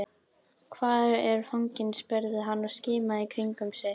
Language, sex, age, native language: Icelandic, female, 12, Icelandic